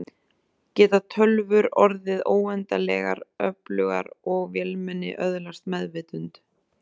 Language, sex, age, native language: Icelandic, female, 30-39, Icelandic